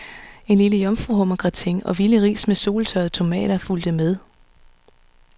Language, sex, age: Danish, female, 39